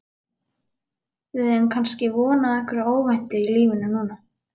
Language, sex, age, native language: Icelandic, female, 11, Icelandic